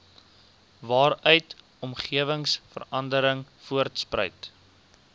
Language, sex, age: Afrikaans, male, 22